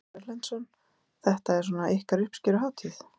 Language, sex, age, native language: Icelandic, female, 20-29, Icelandic